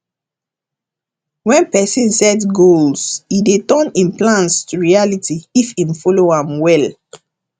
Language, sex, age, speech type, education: Nigerian Pidgin, female, 15-29, spontaneous, tertiary